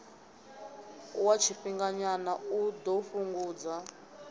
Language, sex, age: Venda, female, 22